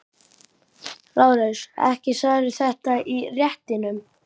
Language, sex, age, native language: Icelandic, male, 12, Icelandic